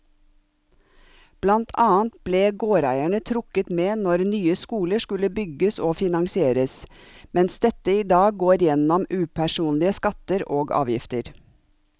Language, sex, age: Norwegian, female, 45